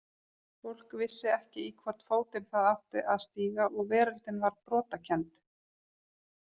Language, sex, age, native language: Icelandic, female, 40-49, Icelandic